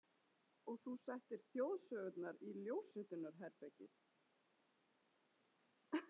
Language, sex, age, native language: Icelandic, female, 30-39, Icelandic